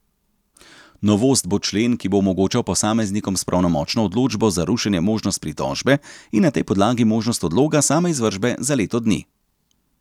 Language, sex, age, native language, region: Slovenian, male, 30-49, Slovenian, Central Slovenia